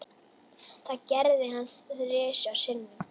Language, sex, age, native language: Icelandic, female, 8, Icelandic